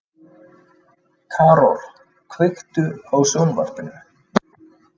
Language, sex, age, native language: Icelandic, male, 30-39, Icelandic